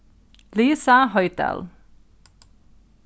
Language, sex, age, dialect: Faroese, female, 36-60, Norðuroyggjar